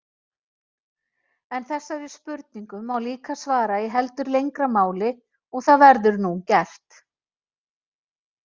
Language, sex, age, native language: Icelandic, female, 40-49, Icelandic